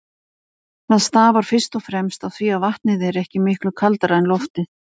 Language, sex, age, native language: Icelandic, female, 50-59, Icelandic